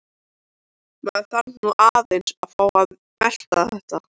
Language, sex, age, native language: Icelandic, male, 13, Icelandic